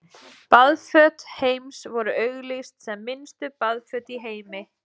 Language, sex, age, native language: Icelandic, female, 40-49, Icelandic